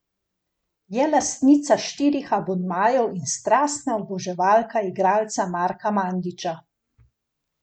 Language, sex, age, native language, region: Slovenian, female, 50-59, Slovenian, Gorenjska region